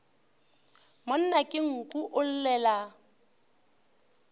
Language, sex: Northern Sotho, female